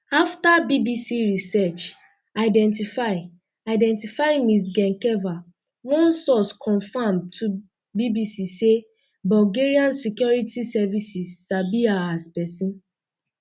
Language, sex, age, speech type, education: Nigerian Pidgin, female, 15-29, spontaneous, secondary